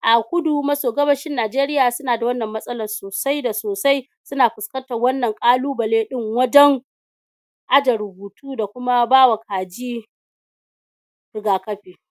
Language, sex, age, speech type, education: Hausa, female, 46-60, spontaneous, tertiary